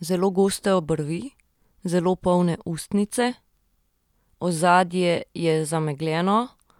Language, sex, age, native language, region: Slovenian, female, 30-49, Slovenian, Central Slovenia